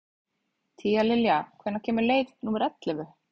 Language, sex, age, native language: Icelandic, female, 30-39, Icelandic